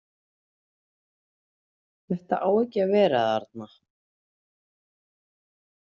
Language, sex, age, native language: Icelandic, female, 30-39, Icelandic